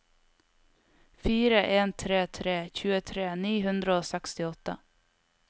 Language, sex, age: Norwegian, female, 22